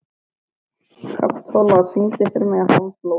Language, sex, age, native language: Icelandic, male, 13, Icelandic